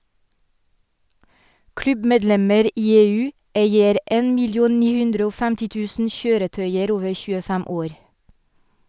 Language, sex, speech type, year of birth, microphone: Norwegian, female, read, 1971, Sennheiser